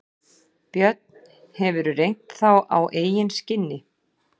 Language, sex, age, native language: Icelandic, female, 40-49, Icelandic